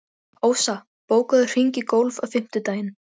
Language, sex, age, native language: Icelandic, female, 13, Icelandic